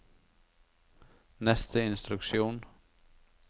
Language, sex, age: Norwegian, male, 43